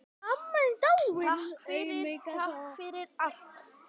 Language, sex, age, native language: Icelandic, male, 10, Icelandic